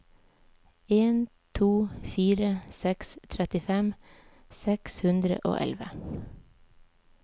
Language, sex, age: Norwegian, female, 37